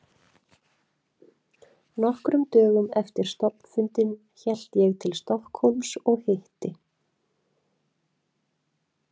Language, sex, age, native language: Icelandic, female, 30-39, Icelandic